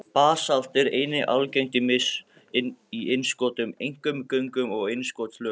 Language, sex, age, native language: Icelandic, male, 15, Icelandic